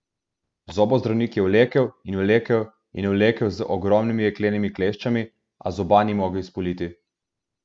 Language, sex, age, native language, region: Slovenian, male, 18-29, Slovenian, Southeast Slovenia